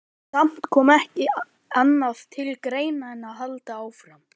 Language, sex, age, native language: Icelandic, male, 11, Icelandic